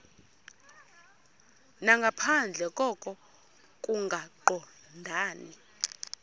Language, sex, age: Xhosa, female, 32